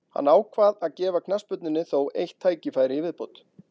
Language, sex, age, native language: Icelandic, male, 40-49, Icelandic